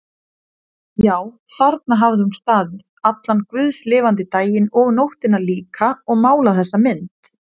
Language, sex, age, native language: Icelandic, female, 20-29, Icelandic